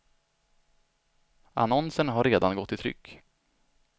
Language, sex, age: Swedish, male, 25